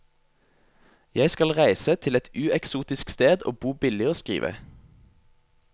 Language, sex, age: Norwegian, male, 22